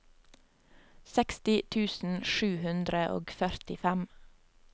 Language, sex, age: Norwegian, female, 27